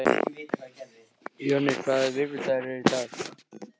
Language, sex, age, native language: Icelandic, male, 13, Icelandic